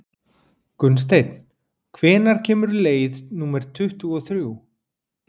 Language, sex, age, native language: Icelandic, male, 40-49, Icelandic